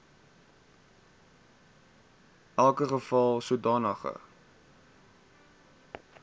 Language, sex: Afrikaans, male